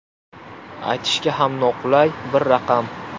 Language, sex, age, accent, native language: Uzbek, male, 18-24, Qashqadaryo, Uzbek